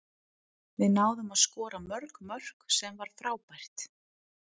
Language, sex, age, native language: Icelandic, female, 30-39, Icelandic